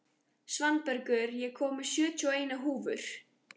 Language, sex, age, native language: Icelandic, female, 14, Icelandic